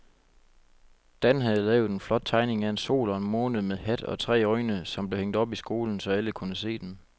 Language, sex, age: Danish, male, 25